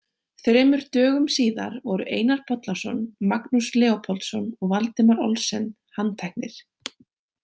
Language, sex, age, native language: Icelandic, female, 18-19, Icelandic